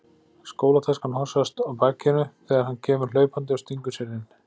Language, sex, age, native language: Icelandic, male, 40-49, Icelandic